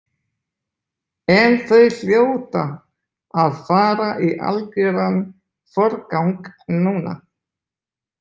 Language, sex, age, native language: Icelandic, male, 20-29, Icelandic